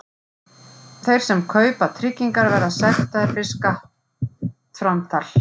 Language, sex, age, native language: Icelandic, female, 40-49, Icelandic